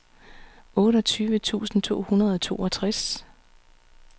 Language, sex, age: Danish, female, 39